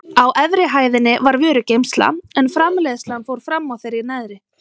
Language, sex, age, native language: Icelandic, female, 30-39, Icelandic